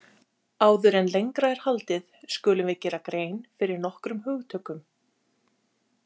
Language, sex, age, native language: Icelandic, female, 30-39, Icelandic